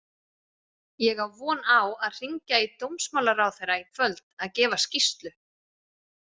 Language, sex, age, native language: Icelandic, female, 40-49, Icelandic